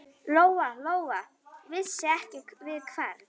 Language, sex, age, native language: Icelandic, female, 9, Icelandic